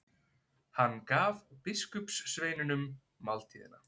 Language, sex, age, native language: Icelandic, male, 20-29, Icelandic